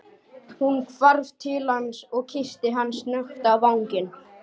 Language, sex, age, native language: Icelandic, male, 12, Icelandic